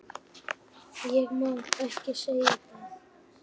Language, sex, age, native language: Icelandic, male, 8, Icelandic